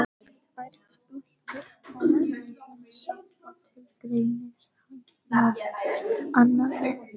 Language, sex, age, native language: Icelandic, female, 12, Icelandic